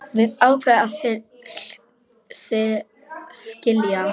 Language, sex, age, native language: Icelandic, female, 10, Polish